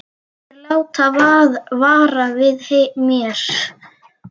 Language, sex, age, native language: Icelandic, female, 10, Icelandic